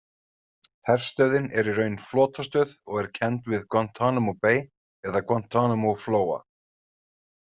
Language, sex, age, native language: Icelandic, male, 30-39, Icelandic